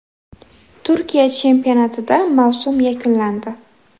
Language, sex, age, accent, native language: Uzbek, female, 18-24, Xorazm, Uzbek